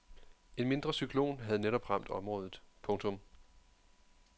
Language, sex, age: Danish, male, 31